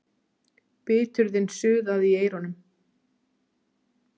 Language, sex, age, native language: Icelandic, female, 30-39, Icelandic